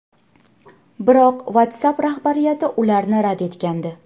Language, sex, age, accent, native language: Uzbek, female, 18-24, Andijon, Uzbek